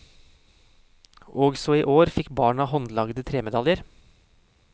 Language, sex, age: Norwegian, male, 31